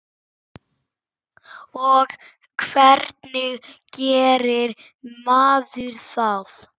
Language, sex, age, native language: Icelandic, male, 6, Icelandic